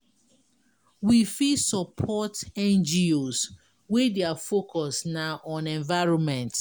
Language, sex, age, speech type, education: Nigerian Pidgin, female, 30-45, spontaneous, tertiary